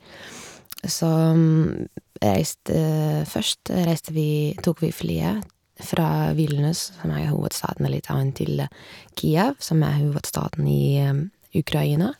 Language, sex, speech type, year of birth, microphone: Norwegian, female, spontaneous, 1986, Shure